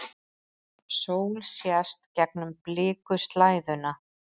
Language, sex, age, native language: Icelandic, female, 30-39, Icelandic